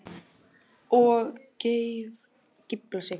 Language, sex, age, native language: Icelandic, male, 8, Icelandic